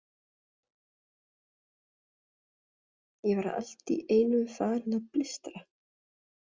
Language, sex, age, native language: Icelandic, female, 30-39, Danish